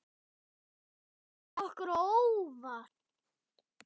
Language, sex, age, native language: Icelandic, male, 10, Icelandic